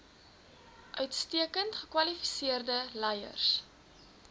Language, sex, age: Afrikaans, female, 21